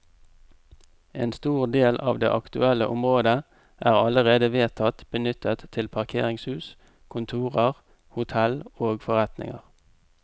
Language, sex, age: Norwegian, male, 44